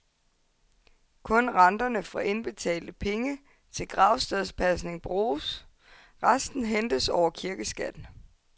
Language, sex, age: Danish, female, 22